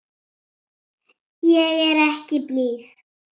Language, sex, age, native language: Icelandic, female, 8, Icelandic